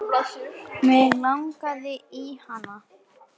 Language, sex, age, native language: Icelandic, female, 10, Icelandic